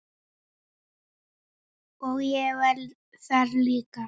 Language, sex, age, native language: Icelandic, female, 9, Icelandic